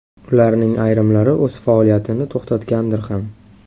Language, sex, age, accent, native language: Uzbek, male, 18-24, Sirdaryo, Uzbek